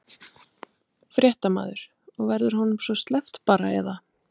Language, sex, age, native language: Icelandic, female, 30-39, Icelandic